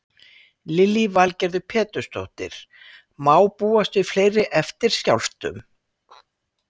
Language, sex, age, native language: Icelandic, female, 60-69, Icelandic